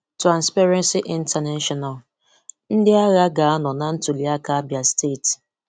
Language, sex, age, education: Igbo, female, 15-29, tertiary